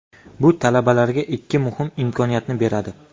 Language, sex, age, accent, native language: Uzbek, male, 18-24, Sirdaryo, Uzbek